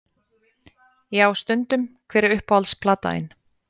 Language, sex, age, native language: Icelandic, female, 30-39, Icelandic